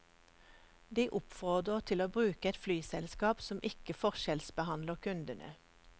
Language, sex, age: Norwegian, female, 54